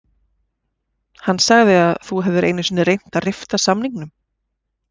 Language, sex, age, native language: Icelandic, female, 40-49, Icelandic